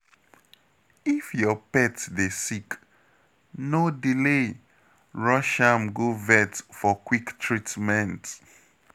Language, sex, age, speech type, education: Nigerian Pidgin, male, 30-45, spontaneous, tertiary